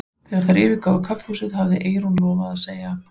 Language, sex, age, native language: Icelandic, male, 15, Icelandic